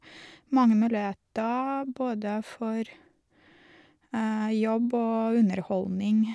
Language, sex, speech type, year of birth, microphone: Norwegian, female, spontaneous, 1983, Shure